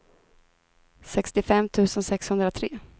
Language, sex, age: Swedish, female, 32